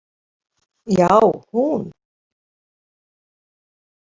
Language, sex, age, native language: Icelandic, female, 50-59, Icelandic